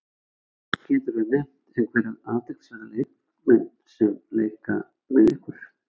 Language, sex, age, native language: Icelandic, male, 60-69, Icelandic